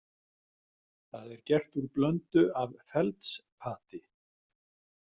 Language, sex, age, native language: Icelandic, male, 50-59, Icelandic